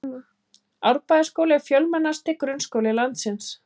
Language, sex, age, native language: Icelandic, female, 30-39, Icelandic